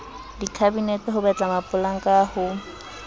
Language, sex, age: Southern Sotho, female, 22